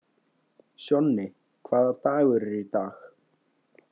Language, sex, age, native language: Icelandic, male, 18-19, Icelandic